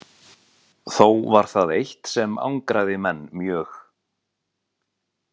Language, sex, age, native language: Icelandic, male, 40-49, Icelandic